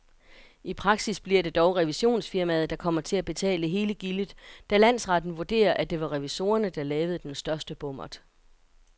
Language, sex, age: Danish, female, 42